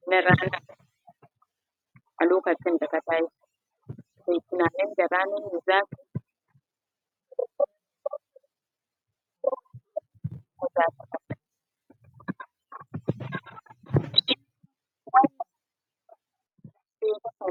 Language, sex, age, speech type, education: Hausa, female, 15-29, spontaneous, primary